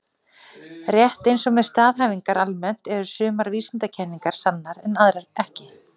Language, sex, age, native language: Icelandic, female, 40-49, Icelandic